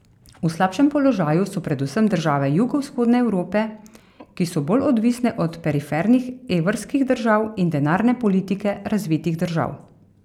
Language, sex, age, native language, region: Slovenian, female, 30-49, Slovenian, Carinthia region